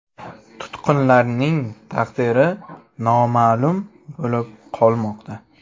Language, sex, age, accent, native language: Uzbek, male, 18-24, Navoiy, Uzbek